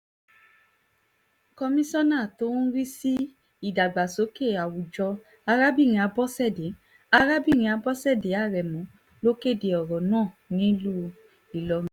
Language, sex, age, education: Yoruba, female, 15-29, tertiary